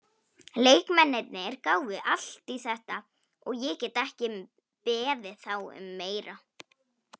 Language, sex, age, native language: Icelandic, female, 18-19, Polish